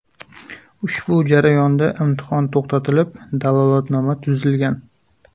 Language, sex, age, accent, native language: Uzbek, male, 25-34, Jizzax, Uzbek